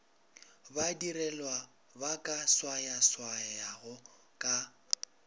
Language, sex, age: Northern Sotho, male, 22